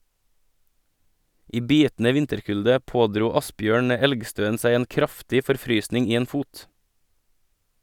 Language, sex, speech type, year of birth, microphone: Norwegian, male, read, 1985, Sennheiser